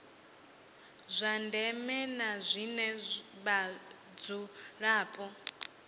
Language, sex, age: Venda, female, 18